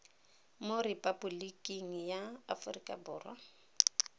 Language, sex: Tswana, female